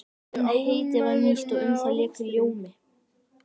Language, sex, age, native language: Icelandic, male, 12, Icelandic